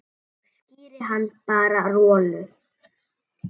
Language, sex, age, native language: Icelandic, female, 7, Icelandic